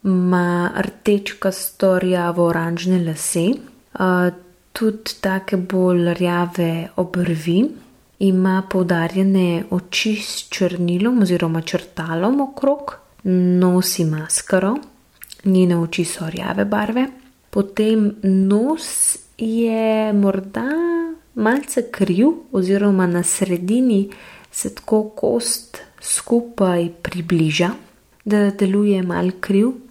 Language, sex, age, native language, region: Slovenian, female, 18-29, Slovenian, Gorenjska region